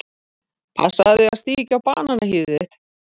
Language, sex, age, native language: Icelandic, female, 40-49, Icelandic